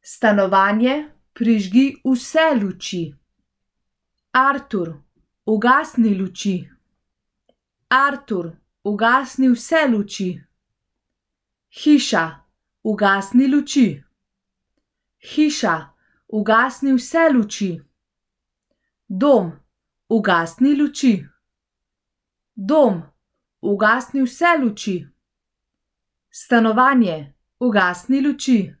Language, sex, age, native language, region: Slovenian, female, 18-29, Slovenian, Central Slovenia